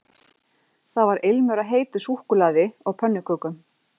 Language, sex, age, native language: Icelandic, female, 40-49, Icelandic